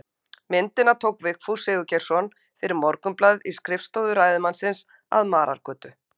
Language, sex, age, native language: Icelandic, female, 50-59, Icelandic